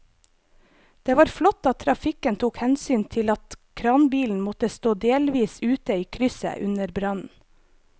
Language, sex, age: Norwegian, female, 25